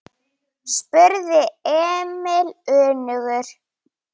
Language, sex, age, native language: Icelandic, female, 9, Icelandic